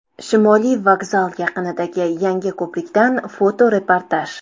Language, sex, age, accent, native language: Uzbek, female, 18-24, Toshkent shahri, Uzbek